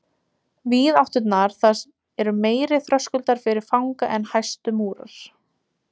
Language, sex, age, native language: Icelandic, female, 20-29, Icelandic